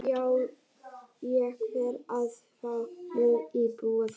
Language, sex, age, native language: Icelandic, female, 30-39, Icelandic